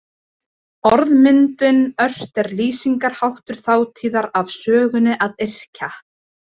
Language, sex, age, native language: Icelandic, female, 20-29, Icelandic